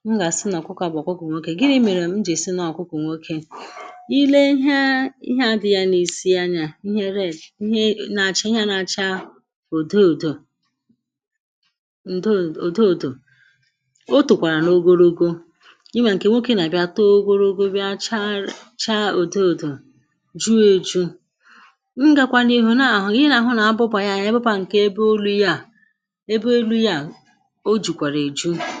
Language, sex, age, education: Igbo, female, 46-60, secondary